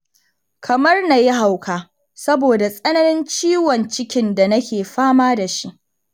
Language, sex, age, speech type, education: Hausa, female, 60+, read, primary